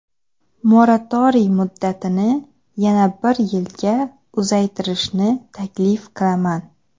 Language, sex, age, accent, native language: Uzbek, female, 19-29, Xorazm, Uzbek